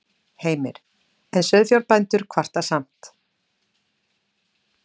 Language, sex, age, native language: Icelandic, female, 40-49, Icelandic